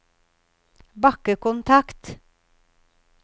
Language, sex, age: Norwegian, female, 53